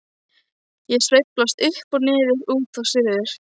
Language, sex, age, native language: Icelandic, female, 15, Icelandic